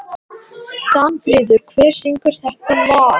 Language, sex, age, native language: Icelandic, male, 18-19, Latvian